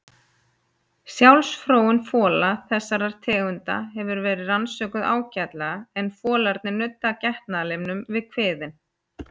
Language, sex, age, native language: Icelandic, female, 30-39, Icelandic